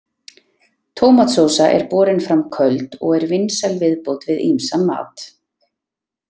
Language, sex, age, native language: Icelandic, female, 30-39, Icelandic